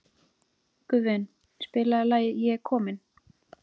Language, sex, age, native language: Icelandic, female, 30-39, Icelandic